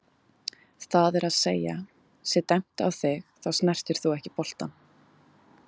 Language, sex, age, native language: Icelandic, female, 20-29, Icelandic